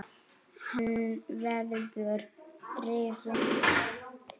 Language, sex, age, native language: Icelandic, female, 8, Icelandic